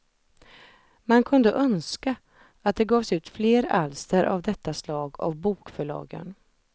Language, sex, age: Swedish, female, 32